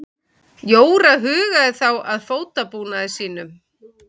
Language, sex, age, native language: Icelandic, male, 11, Icelandic